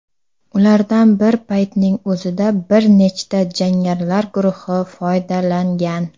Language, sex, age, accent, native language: Uzbek, female, under 19, Samarqand, Uzbek